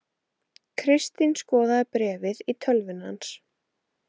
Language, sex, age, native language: Icelandic, female, 18-19, Icelandic